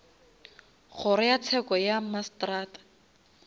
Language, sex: Northern Sotho, female